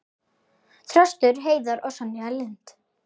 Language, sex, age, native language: Icelandic, female, 9, Icelandic